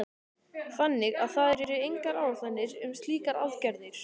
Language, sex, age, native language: Icelandic, male, 12, Icelandic